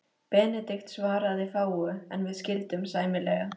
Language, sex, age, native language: Icelandic, female, 13, Icelandic